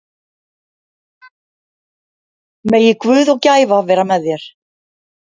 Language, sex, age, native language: Icelandic, female, 50-59, Icelandic